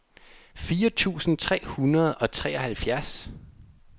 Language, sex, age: Danish, male, 27